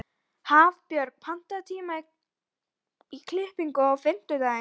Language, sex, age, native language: Icelandic, female, 12, Icelandic